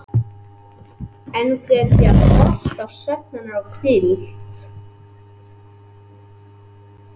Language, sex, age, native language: Icelandic, male, 11, Icelandic